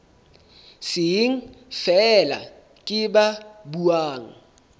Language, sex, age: Southern Sotho, male, 23